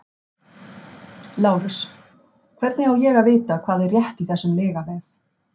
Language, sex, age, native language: Icelandic, female, 50-59, Icelandic